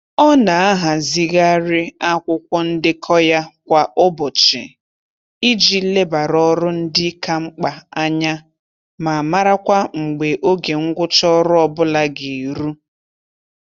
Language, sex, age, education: Igbo, female, 15-29, tertiary